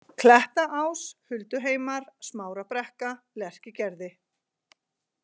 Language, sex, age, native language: Icelandic, female, 40-49, Icelandic